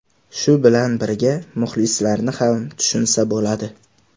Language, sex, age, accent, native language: Uzbek, male, 18-24, Andijon, Uzbek